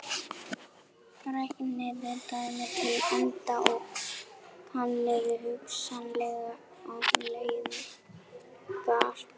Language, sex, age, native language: Icelandic, female, 11, German